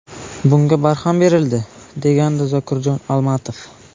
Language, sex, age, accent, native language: Uzbek, male, 18-24, Buxoro, Uzbek